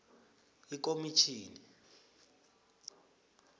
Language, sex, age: South Ndebele, male, 20